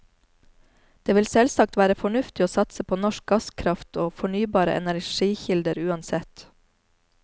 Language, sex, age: Norwegian, female, 34